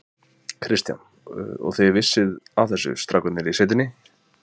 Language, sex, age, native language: Icelandic, male, 20-29, Icelandic